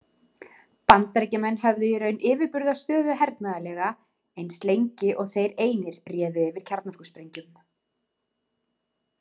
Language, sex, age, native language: Icelandic, female, 30-39, Icelandic